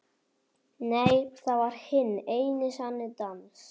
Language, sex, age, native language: Icelandic, male, 11, Icelandic